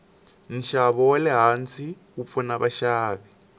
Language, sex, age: Tsonga, male, 18